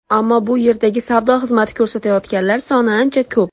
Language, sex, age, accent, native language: Uzbek, female, 19-29, Andijon, Uzbek